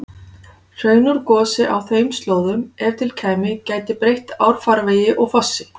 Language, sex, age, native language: Icelandic, female, 40-49, Icelandic